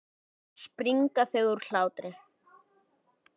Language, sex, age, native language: Icelandic, male, 10, Icelandic